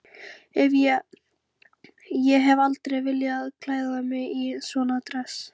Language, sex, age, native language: Icelandic, female, 11, Icelandic